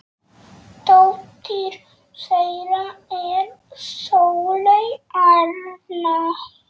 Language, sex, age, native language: Icelandic, male, 9, Polish